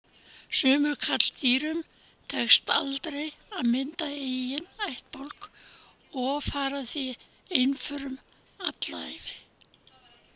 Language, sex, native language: Icelandic, female, Icelandic